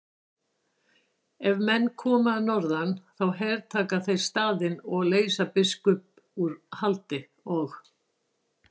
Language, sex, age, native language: Icelandic, female, 60-69, Icelandic